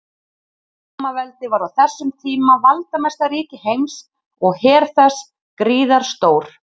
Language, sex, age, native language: Icelandic, female, 40-49, Icelandic